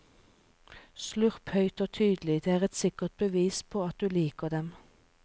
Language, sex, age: Norwegian, female, 36